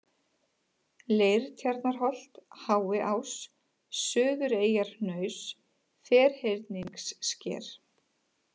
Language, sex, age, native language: Icelandic, female, 30-39, Icelandic